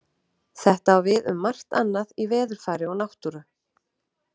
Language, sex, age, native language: Icelandic, female, 30-39, Icelandic